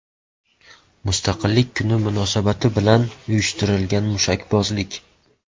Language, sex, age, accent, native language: Uzbek, male, 19-29, Farg'ona, Uzbek